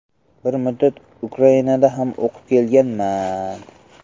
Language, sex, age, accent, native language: Uzbek, male, 12-17, Samarqand, Uzbek